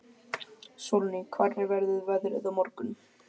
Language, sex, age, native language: Icelandic, male, 12, Icelandic